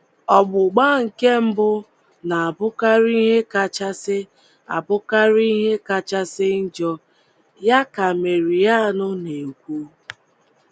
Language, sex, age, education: Igbo, female, 15-29, tertiary